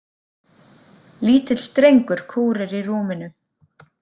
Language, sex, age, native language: Icelandic, female, 30-39, Icelandic